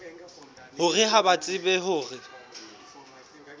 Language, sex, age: Southern Sotho, male, 24